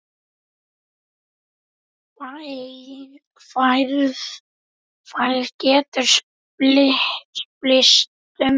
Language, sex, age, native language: Icelandic, male, 10, Icelandic